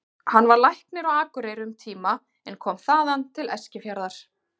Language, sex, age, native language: Icelandic, female, 40-49, Icelandic